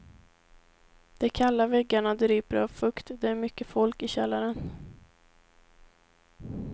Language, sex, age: Swedish, female, 18